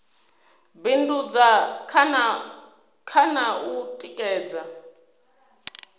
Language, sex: Venda, female